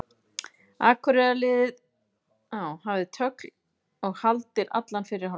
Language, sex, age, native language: Icelandic, female, 30-39, Icelandic